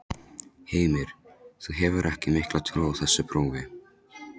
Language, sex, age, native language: Icelandic, male, 13, Polish